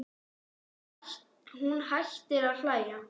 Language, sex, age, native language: Icelandic, female, 9, Icelandic